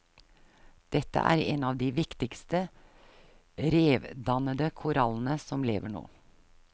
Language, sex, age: Norwegian, female, 48